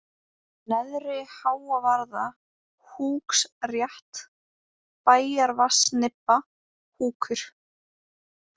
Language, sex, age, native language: Icelandic, female, 18-19, Icelandic